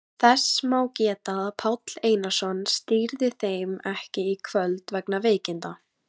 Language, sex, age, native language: Icelandic, female, 18-19, Icelandic